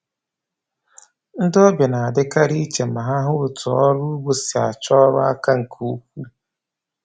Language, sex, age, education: Igbo, male, 15-29, tertiary